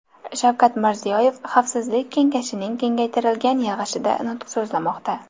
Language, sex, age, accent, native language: Uzbek, female, 18-24, Toshkent viloyati, Uzbek